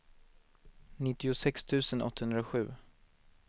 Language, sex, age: Swedish, male, 19